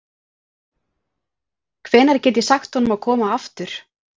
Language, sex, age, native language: Icelandic, female, 40-49, Icelandic